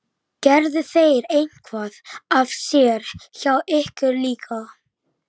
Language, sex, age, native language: Icelandic, male, 11, Icelandic